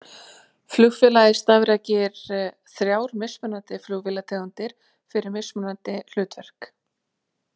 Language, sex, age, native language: Icelandic, female, 40-49, Icelandic